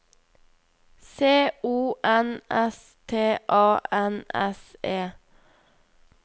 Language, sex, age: Norwegian, female, 21